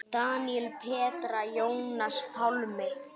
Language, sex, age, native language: Icelandic, male, 8, Icelandic